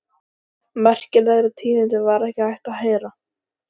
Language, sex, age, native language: Icelandic, male, 13, Icelandic